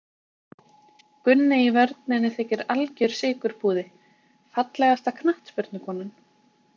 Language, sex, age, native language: Icelandic, female, 20-29, Icelandic